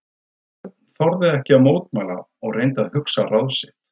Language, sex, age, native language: Icelandic, male, 30-39, Icelandic